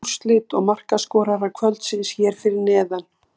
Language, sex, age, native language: Icelandic, female, 60-69, Icelandic